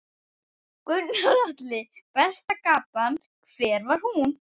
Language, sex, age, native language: Icelandic, female, 11, Icelandic